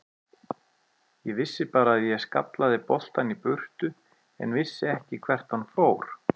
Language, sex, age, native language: Icelandic, male, 30-39, Icelandic